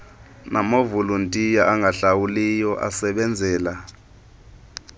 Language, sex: Xhosa, male